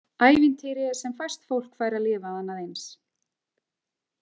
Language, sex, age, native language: Icelandic, female, 40-49, Icelandic